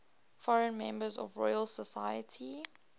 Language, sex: English, female